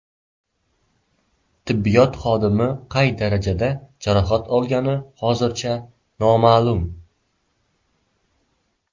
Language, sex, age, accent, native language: Uzbek, male, 12-17, Surxondaryo, Uzbek